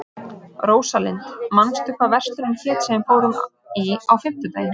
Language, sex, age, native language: Icelandic, female, 30-39, Icelandic